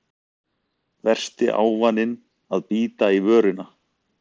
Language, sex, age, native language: Icelandic, male, 40-49, Icelandic